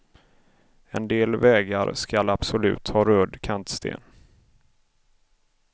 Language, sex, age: Swedish, male, 31